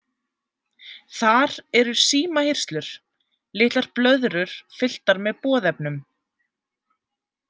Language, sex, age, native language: Icelandic, female, 20-29, Icelandic